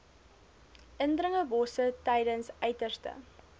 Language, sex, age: Afrikaans, female, 20